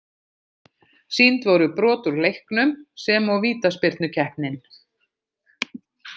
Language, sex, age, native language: Icelandic, female, 50-59, Icelandic